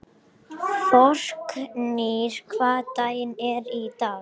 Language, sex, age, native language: Icelandic, male, 18-19, Icelandic